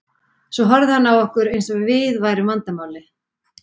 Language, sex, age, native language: Icelandic, female, 40-49, Icelandic